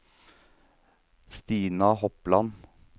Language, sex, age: Norwegian, male, 39